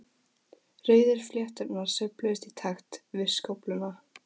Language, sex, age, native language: Icelandic, female, 14, Icelandic